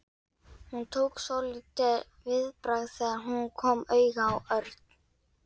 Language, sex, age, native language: Icelandic, female, 12, Icelandic